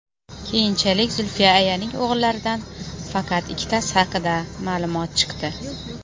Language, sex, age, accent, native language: Uzbek, female, 40-49, Xorazm, Uzbek